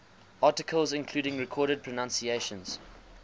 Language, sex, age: English, male, 20